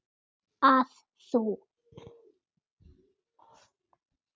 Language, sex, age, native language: Icelandic, female, 6, Icelandic